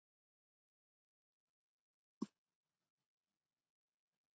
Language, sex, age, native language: Icelandic, male, 70-79, Icelandic